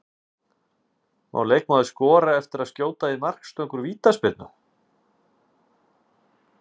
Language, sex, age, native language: Icelandic, male, 50-59, Icelandic